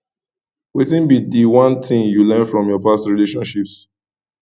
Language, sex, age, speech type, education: Nigerian Pidgin, male, 15-29, spontaneous, tertiary